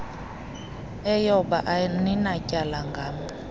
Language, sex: Xhosa, female